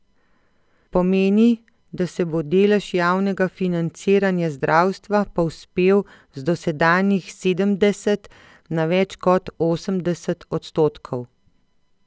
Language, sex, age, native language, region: Slovenian, female, 50-59, Slovenian, Central Slovenia